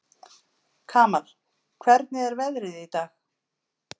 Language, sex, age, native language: Icelandic, female, 50-59, Icelandic